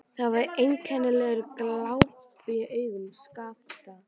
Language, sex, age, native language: Icelandic, female, 12, Icelandic